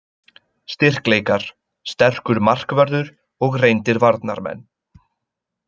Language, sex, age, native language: Icelandic, male, 20-29, Icelandic